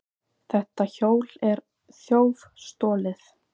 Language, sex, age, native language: Icelandic, female, 18-19, Icelandic